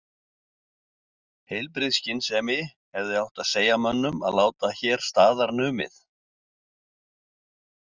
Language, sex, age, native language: Icelandic, male, 60-69, Icelandic